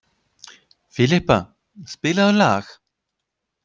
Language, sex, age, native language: Icelandic, male, 50-59, Icelandic